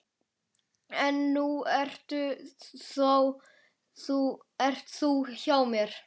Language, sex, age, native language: Icelandic, male, 11, Icelandic